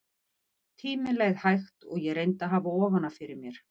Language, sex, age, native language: Icelandic, female, 50-59, Icelandic